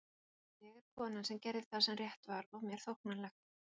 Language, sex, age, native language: Icelandic, female, 40-49, Icelandic